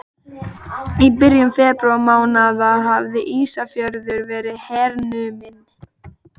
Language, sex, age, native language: Icelandic, male, 12, Icelandic